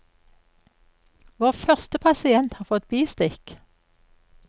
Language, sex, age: Norwegian, female, 44